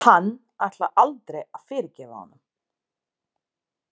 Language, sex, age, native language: Icelandic, female, 30-39, Serbo-Croatian